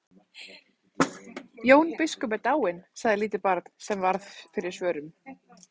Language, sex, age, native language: Icelandic, female, 30-39, Icelandic